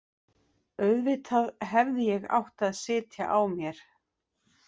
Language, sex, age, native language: Icelandic, female, 50-59, Icelandic